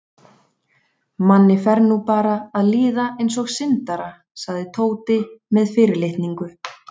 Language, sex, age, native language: Icelandic, female, 30-39, Icelandic